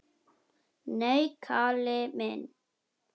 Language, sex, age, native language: Icelandic, male, 6, Icelandic